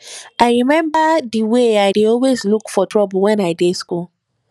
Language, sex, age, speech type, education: Nigerian Pidgin, female, 15-29, spontaneous, tertiary